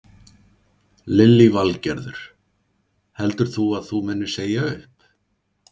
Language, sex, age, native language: Icelandic, male, 40-49, Icelandic